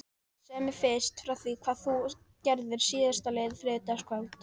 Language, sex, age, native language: Icelandic, female, 12, Icelandic